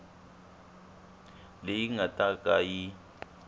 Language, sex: Tsonga, male